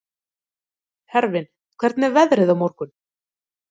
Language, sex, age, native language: Icelandic, female, 30-39, Icelandic